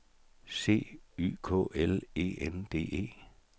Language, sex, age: Danish, male, 64